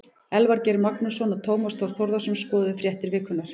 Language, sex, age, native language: Icelandic, female, 18-19, Icelandic